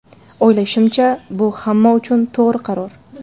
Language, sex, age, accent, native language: Uzbek, female, 25-34, Farg'ona, Uzbek